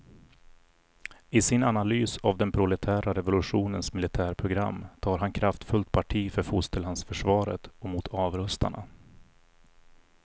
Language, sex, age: Swedish, male, 40